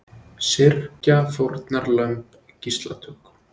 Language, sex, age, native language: Icelandic, male, 20-29, Icelandic